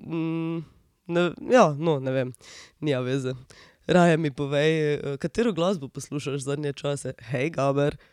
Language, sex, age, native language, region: Slovenian, female, 18-29, Slovenian, Drava region